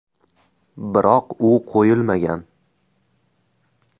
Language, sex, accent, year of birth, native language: Uzbek, male, Farg'ona, 2004, Uzbek